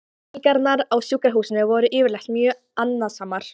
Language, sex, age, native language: Icelandic, female, 14, Polish